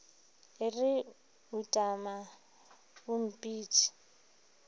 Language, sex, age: Northern Sotho, female, 23